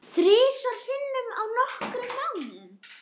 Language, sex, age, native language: Icelandic, female, 6, Icelandic